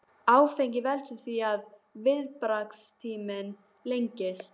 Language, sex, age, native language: Icelandic, female, 12, Icelandic